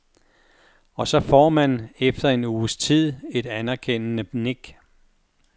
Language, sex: Danish, male